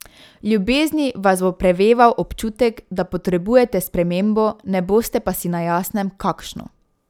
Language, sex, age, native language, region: Slovenian, female, 18-29, Slovenian, Drava region